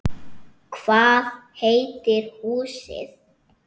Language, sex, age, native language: Icelandic, male, 6, Icelandic